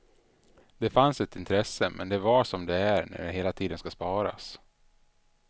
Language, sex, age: Swedish, male, 33